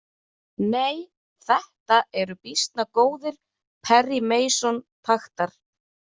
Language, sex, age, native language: Icelandic, female, 30-39, Icelandic